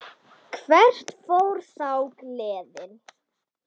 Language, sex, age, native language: Icelandic, female, 10, Icelandic